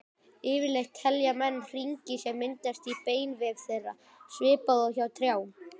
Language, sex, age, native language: Icelandic, female, 18-19, Icelandic